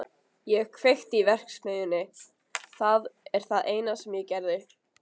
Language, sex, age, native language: Icelandic, other, 20-29, Icelandic